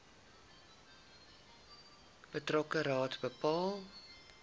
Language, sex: Afrikaans, female